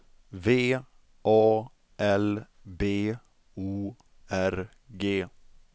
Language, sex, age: Swedish, male, 26